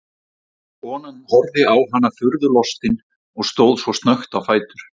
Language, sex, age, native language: Icelandic, male, 40-49, Icelandic